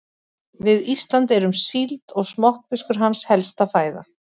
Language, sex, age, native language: Icelandic, female, 40-49, Icelandic